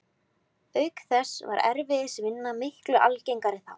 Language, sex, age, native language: Icelandic, female, 20-29, Icelandic